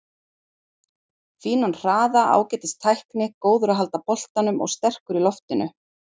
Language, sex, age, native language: Icelandic, female, 40-49, Icelandic